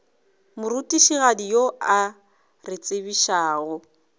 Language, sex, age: Northern Sotho, female, 24